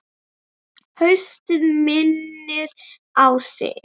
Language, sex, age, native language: Icelandic, female, 8, Icelandic